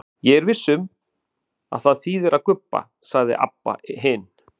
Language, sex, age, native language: Icelandic, male, 40-49, Icelandic